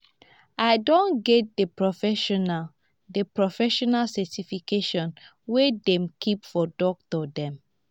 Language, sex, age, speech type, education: Nigerian Pidgin, female, 15-29, spontaneous, tertiary